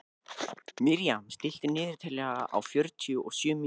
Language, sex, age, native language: Icelandic, male, 20-29, Icelandic